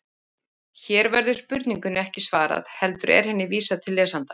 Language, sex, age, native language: Icelandic, female, 40-49, Icelandic